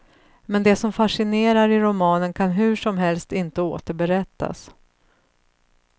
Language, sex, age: Swedish, female, 35